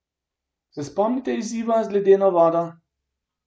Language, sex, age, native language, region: Slovenian, male, 50-59, Slovenian, Gorenjska region